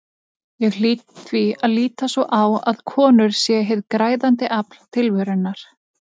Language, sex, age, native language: Icelandic, female, 30-39, Icelandic